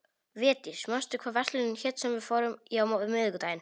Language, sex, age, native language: Icelandic, male, 18-19, Polish